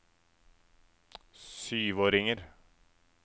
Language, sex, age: Norwegian, male, 27